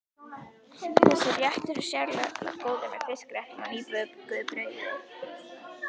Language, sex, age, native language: Icelandic, female, 11, Icelandic